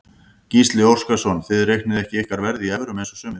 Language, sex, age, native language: Icelandic, male, 50-59, Icelandic